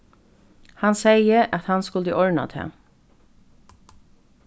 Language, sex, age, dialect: Faroese, female, 15-35, Norðurstreymoy/Eysturoy